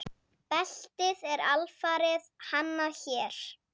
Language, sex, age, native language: Icelandic, female, 7, Icelandic